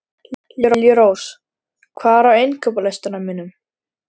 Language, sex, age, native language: Icelandic, male, 13, Icelandic